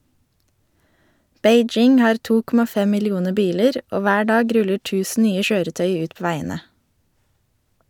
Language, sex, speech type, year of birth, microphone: Norwegian, female, read, 1987, Shure